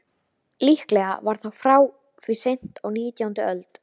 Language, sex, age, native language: Icelandic, female, 13, Icelandic